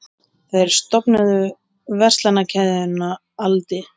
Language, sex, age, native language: Icelandic, male, 20-29, Icelandic